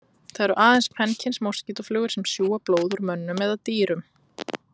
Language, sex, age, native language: Icelandic, female, 30-39, Icelandic